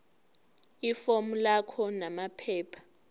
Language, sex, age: Zulu, female, 18